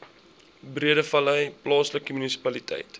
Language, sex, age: Afrikaans, male, 20